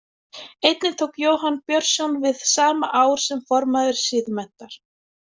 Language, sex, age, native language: Icelandic, female, 20-29, Icelandic